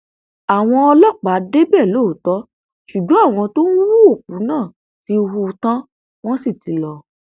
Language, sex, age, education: Yoruba, female, 15-29, tertiary